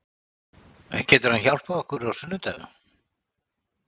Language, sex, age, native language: Icelandic, male, 60-69, Icelandic